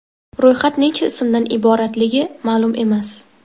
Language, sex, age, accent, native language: Uzbek, female, 12-17, Toshkent shahri, Uzbek